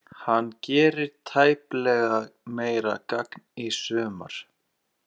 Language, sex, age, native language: Icelandic, male, 30-39, Icelandic